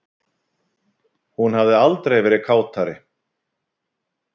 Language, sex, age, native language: Icelandic, male, 50-59, Icelandic